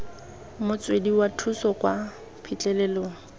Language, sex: Tswana, female